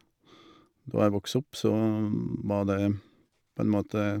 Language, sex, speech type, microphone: Norwegian, male, spontaneous, Shure